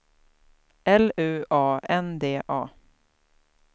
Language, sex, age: Swedish, female, 28